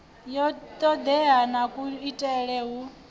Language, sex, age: Venda, female, 28